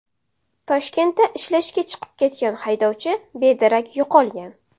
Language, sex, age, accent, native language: Uzbek, female, 18-24, Samarqand, Uzbek